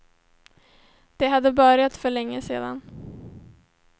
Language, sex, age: Swedish, female, 17